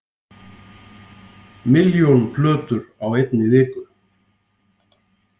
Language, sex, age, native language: Icelandic, male, 50-59, Icelandic